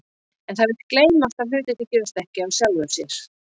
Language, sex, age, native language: Icelandic, female, 50-59, Icelandic